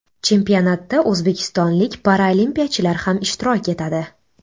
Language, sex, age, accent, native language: Uzbek, female, 18-24, Navoiy, Uzbek